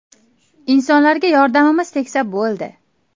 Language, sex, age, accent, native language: Uzbek, female, 18-24, Toshkent viloyati, Uzbek